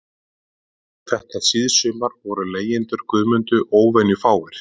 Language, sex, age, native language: Icelandic, male, 30-39, Icelandic